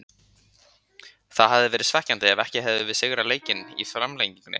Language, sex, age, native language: Icelandic, male, 50-59, Icelandic